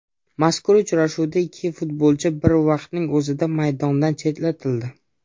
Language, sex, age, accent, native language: Uzbek, male, 19-29, Namangan, Uzbek